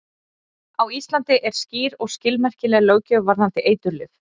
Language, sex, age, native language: Icelandic, female, 30-39, Icelandic